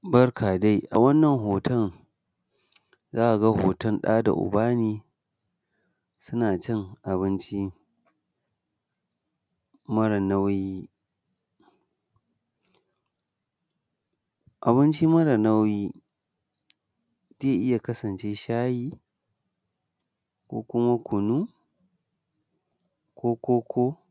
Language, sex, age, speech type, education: Hausa, male, 30-45, spontaneous, primary